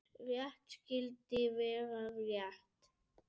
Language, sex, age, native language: Icelandic, male, 7, Icelandic